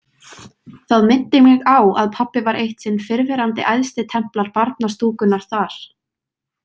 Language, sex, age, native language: Icelandic, female, 20-29, Icelandic